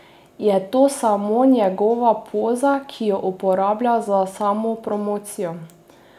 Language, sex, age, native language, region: Slovenian, female, 18-29, Slovenian, Drava region